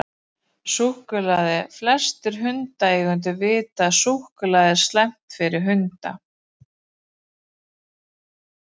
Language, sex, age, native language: Icelandic, female, 40-49, Icelandic